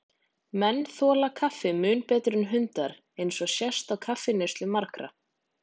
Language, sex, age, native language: Icelandic, female, 20-29, Icelandic